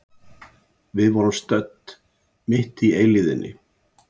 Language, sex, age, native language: Icelandic, male, 70-79, Icelandic